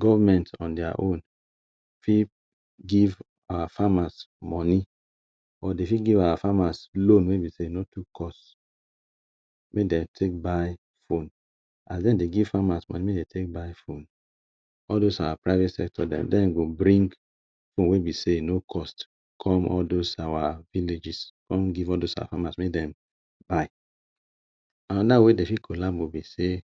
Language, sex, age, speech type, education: Nigerian Pidgin, male, 30-45, spontaneous, tertiary